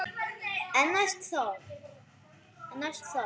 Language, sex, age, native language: Icelandic, male, 9, Icelandic